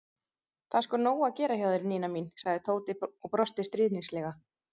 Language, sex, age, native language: Icelandic, female, 30-39, Icelandic